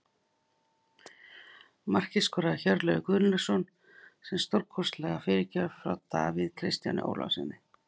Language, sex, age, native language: Icelandic, female, 50-59, Icelandic